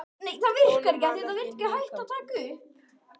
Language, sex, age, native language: Icelandic, male, 9, Icelandic